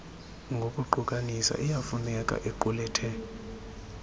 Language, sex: Xhosa, female